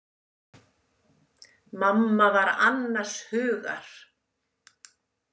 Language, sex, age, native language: Icelandic, female, 70-79, Icelandic